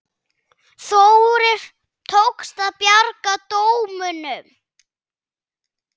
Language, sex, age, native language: Icelandic, male, 7, Icelandic